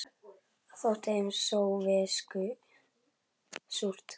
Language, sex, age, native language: Icelandic, male, 10, Icelandic